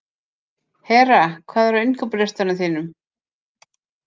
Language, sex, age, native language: Icelandic, female, 50-59, Icelandic